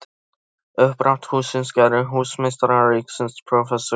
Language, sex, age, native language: Icelandic, male, 13, Polish